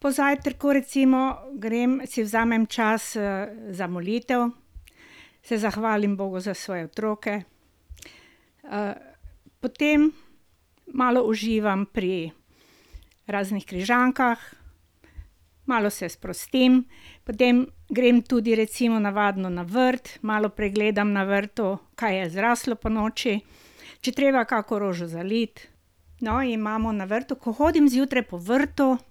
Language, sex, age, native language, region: Slovenian, female, 60+, Slovenian, Drava region